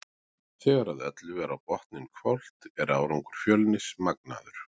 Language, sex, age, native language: Icelandic, male, 40-49, Icelandic